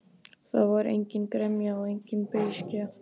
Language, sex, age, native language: Icelandic, male, 12, Icelandic